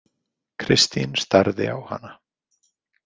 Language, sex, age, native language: Icelandic, male, 50-59, Icelandic